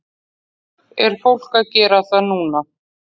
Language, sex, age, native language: Icelandic, female, 40-49, Icelandic